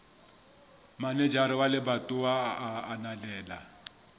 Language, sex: Southern Sotho, male